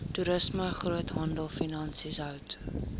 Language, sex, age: Afrikaans, female, 22